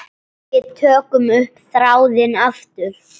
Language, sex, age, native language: Icelandic, male, 7, Icelandic